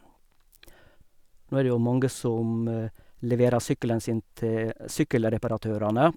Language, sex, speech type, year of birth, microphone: Norwegian, male, spontaneous, 1956, Sennheiser